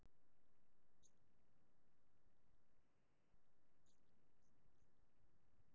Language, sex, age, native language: Icelandic, female, 40-49, Icelandic